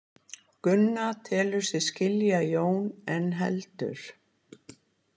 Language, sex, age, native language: Icelandic, female, 50-59, Icelandic